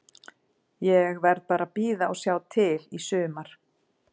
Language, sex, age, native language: Icelandic, female, 40-49, Icelandic